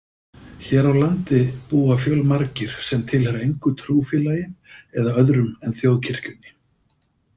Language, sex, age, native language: Icelandic, male, 50-59, Icelandic